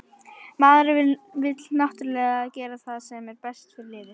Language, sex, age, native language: Icelandic, female, 40-49, Icelandic